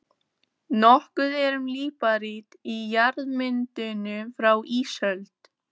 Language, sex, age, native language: Icelandic, female, 14, Icelandic